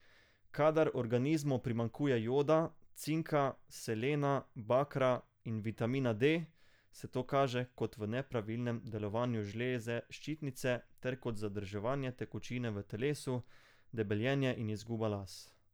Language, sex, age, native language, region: Slovenian, male, 18-29, Slovenian, Carinthia region